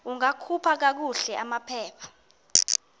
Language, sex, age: Xhosa, female, 22